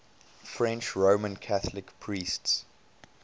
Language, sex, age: English, male, 22